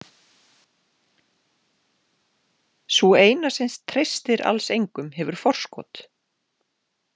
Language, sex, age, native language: Icelandic, female, 40-49, Icelandic